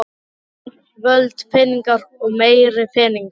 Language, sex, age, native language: Icelandic, male, 12, Icelandic